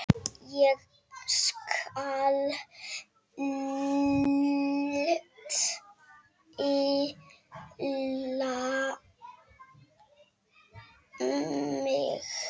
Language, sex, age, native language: Icelandic, male, 7, Icelandic